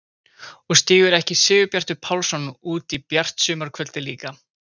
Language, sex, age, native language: Icelandic, male, 20-29, Icelandic